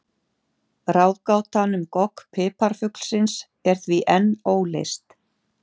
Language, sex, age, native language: Icelandic, female, 50-59, Icelandic